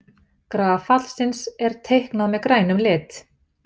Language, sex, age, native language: Icelandic, female, 50-59, Icelandic